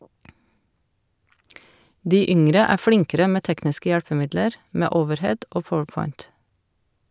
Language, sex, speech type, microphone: Norwegian, female, read, Shure